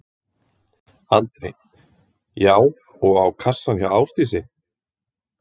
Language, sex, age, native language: Icelandic, male, 20-29, Icelandic